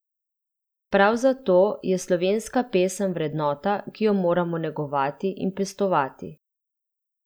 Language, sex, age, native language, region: Slovenian, female, 30-49, Slovenian, Central Slovenia